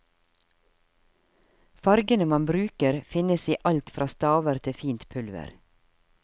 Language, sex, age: Norwegian, female, 52